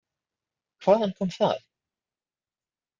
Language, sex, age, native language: Icelandic, male, 20-29, Icelandic